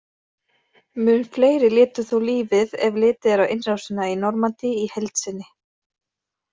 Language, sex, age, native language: Icelandic, female, 30-39, Icelandic